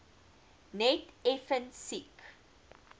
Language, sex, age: Afrikaans, female, 19